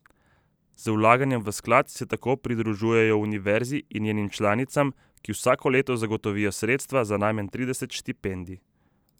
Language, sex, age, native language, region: Slovenian, male, 30-49, Slovenian, Southeast Slovenia